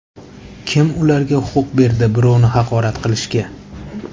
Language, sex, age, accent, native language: Uzbek, male, 25-34, Farg'ona, Uzbek